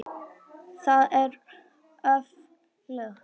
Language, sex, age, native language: Icelandic, female, 9, Icelandic